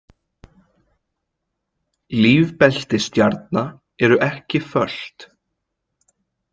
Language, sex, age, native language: Icelandic, male, 20-29, Icelandic